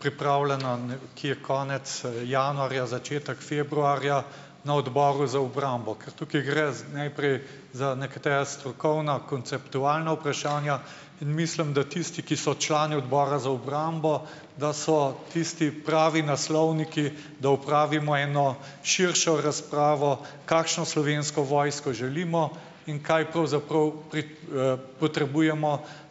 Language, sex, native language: Slovenian, male, Slovenian